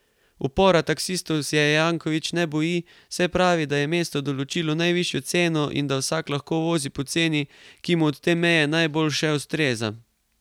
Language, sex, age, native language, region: Slovenian, male, 18-29, Slovenian, Carinthia region